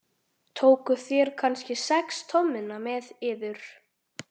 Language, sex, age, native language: Icelandic, male, 13, Icelandic